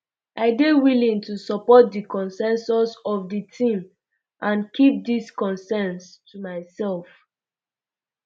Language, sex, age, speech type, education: Nigerian Pidgin, female, 15-29, spontaneous, secondary